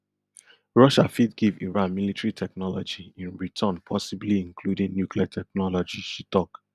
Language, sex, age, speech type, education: Nigerian Pidgin, male, 30-45, spontaneous, tertiary